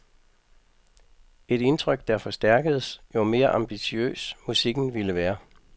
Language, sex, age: Danish, male, 55